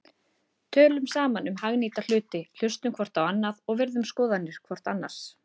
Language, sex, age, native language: Icelandic, female, 30-39, Icelandic